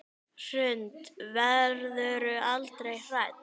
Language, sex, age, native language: Icelandic, female, 9, Icelandic